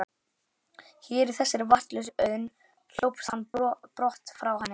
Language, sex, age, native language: Icelandic, male, 11, Icelandic